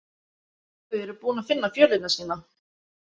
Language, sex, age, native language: Icelandic, female, 30-39, Icelandic